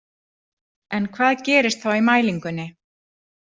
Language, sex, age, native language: Icelandic, female, 40-49, Icelandic